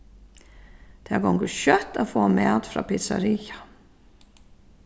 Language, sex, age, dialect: Faroese, female, 36-60, Suðurstreymoy